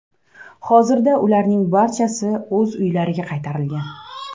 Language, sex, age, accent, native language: Uzbek, female, 18-24, Toshkent shahri, Uzbek